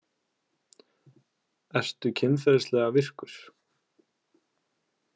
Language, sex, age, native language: Icelandic, male, 20-29, Icelandic